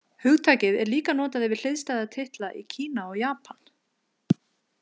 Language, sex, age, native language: Icelandic, female, 50-59, Icelandic